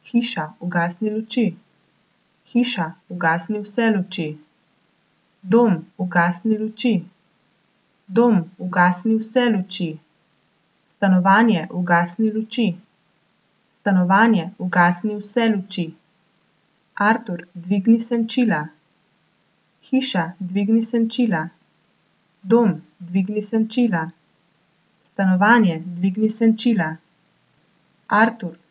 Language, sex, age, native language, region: Slovenian, female, 18-29, Slovenian, Coastal Karst region